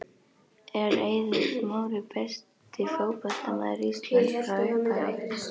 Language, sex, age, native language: Icelandic, other, 11, Icelandic